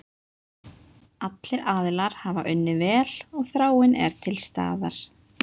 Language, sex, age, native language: Icelandic, female, 20-29, Icelandic